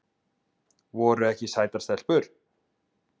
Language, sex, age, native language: Icelandic, male, 20-29, Icelandic